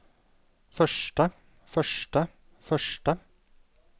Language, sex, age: Norwegian, male, 32